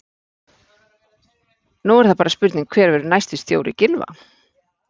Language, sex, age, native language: Icelandic, female, 40-49, Icelandic